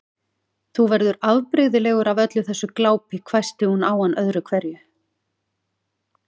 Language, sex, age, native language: Icelandic, female, 40-49, Icelandic